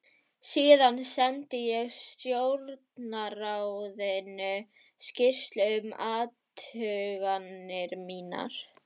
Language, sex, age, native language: Icelandic, female, 12, Icelandic